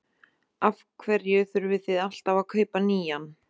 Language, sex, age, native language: Icelandic, female, 30-39, Icelandic